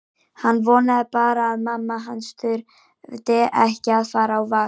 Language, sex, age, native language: Icelandic, female, 18-19, Icelandic